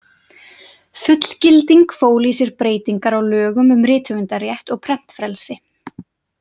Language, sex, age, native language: Icelandic, female, 20-29, Icelandic